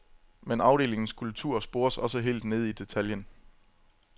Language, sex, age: Danish, male, 27